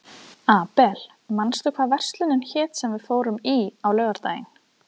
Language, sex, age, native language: Icelandic, female, 20-29, Icelandic